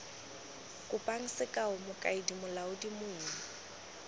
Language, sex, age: Tswana, female, 19